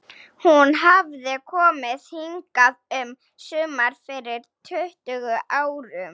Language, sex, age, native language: Icelandic, female, 20-29, Slovak